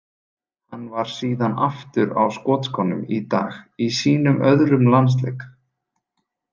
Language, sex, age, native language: Icelandic, male, 30-39, Icelandic